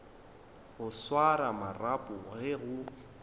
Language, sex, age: Northern Sotho, male, 22